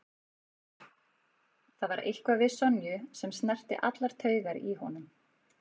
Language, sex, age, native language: Icelandic, female, 40-49, Icelandic